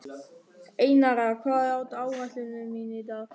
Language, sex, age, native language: Icelandic, male, 13, German